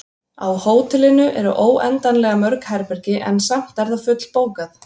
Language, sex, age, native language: Icelandic, female, 30-39, Icelandic